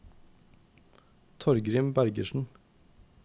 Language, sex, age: Norwegian, male, 19